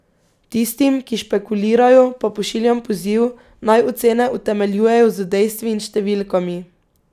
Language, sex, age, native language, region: Slovenian, female, 18-29, Slovenian, Pomurje region